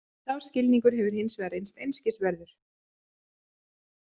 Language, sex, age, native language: Icelandic, female, 30-39, Icelandic